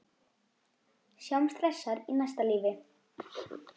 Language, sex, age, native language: Icelandic, female, 10, Icelandic